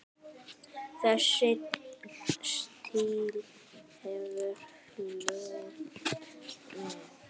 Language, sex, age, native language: Icelandic, male, 8, Icelandic